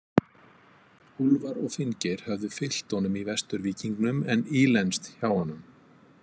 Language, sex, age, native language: Icelandic, male, 50-59, Icelandic